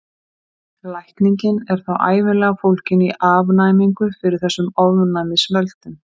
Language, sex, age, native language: Icelandic, female, 50-59, Icelandic